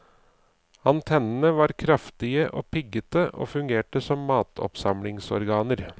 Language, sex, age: Norwegian, male, 39